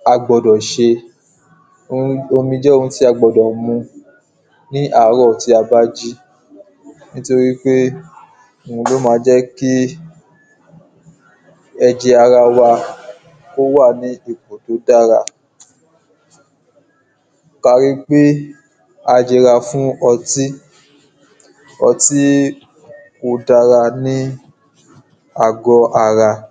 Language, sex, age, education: Yoruba, male, 15-29, secondary